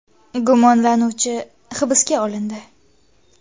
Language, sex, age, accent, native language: Uzbek, female, 19-29, Qashqadaryo, Uzbek